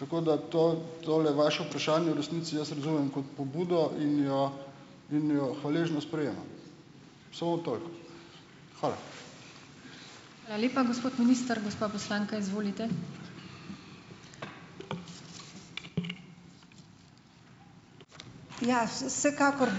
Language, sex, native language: Slovenian, male, Slovenian